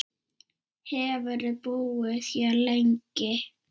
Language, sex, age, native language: Icelandic, female, 7, Icelandic